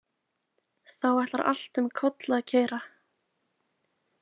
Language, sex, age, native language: Icelandic, female, 20-29, Icelandic